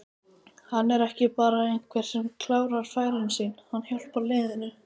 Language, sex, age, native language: Icelandic, female, 18-19, Icelandic